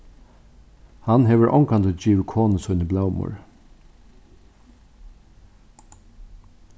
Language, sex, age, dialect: Faroese, male, 61+, Norðuroyggjar